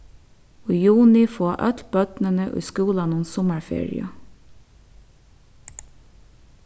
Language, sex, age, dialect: Faroese, female, 36-60, Suðurstreymoy